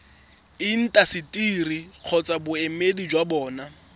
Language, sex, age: Tswana, male, 24